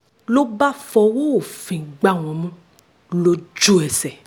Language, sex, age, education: Yoruba, female, 15-29, tertiary